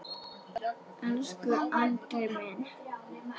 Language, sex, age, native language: Icelandic, female, 9, Icelandic